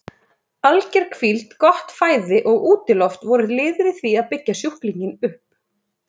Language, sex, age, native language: Icelandic, female, 30-39, Icelandic